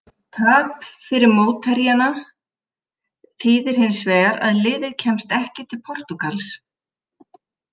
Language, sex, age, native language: Icelandic, female, 50-59, Icelandic